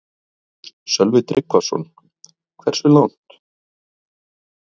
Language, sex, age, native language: Icelandic, male, 30-39, Icelandic